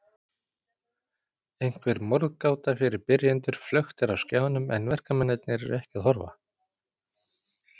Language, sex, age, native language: Icelandic, male, 40-49, Icelandic